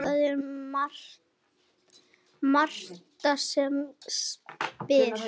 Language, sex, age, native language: Icelandic, female, 9, Icelandic